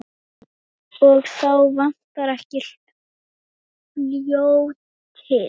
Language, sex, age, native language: Icelandic, female, 18-19, Icelandic